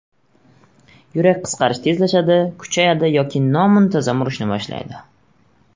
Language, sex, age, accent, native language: Uzbek, male, 18-24, Surxondaryo, Uzbek